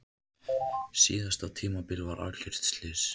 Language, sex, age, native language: Icelandic, male, 18-19, Icelandic